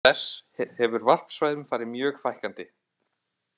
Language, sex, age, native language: Icelandic, male, 18-19, Icelandic